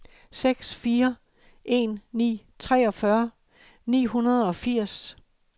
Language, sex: Danish, male